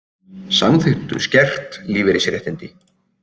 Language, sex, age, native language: Icelandic, male, 30-39, Icelandic